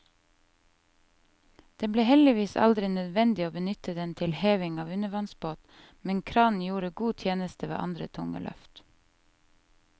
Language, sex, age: Norwegian, female, 30